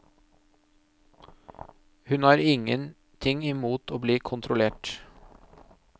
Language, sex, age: Norwegian, male, 30